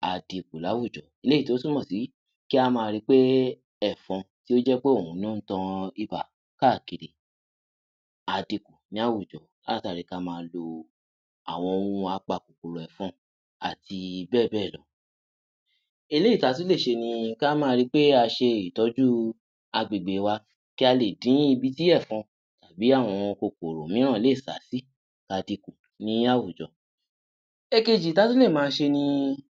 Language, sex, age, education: Yoruba, male, 15-29, tertiary